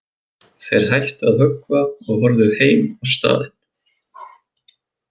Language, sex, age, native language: Icelandic, male, 20-29, Icelandic